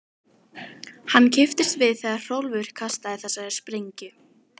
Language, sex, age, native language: Icelandic, female, 12, Icelandic